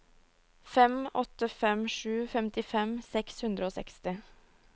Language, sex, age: Norwegian, female, 22